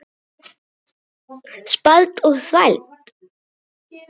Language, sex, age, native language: Icelandic, male, 7, Icelandic